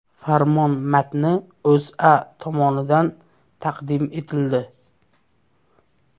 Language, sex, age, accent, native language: Uzbek, male, 18-24, Namangan, Uzbek